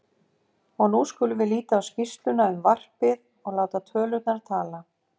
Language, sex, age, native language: Icelandic, female, 50-59, Icelandic